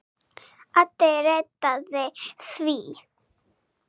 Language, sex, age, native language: Icelandic, female, 9, Serbo-Croatian